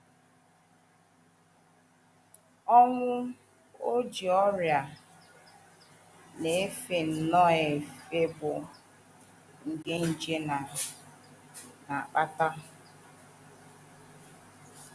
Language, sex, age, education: Igbo, female, 30-45, tertiary